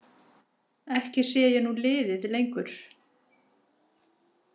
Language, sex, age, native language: Icelandic, female, 50-59, Icelandic